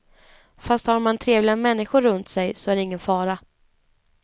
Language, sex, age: Swedish, female, 19